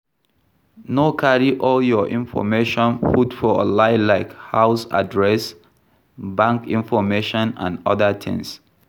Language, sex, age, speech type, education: Nigerian Pidgin, male, 46-60, read, tertiary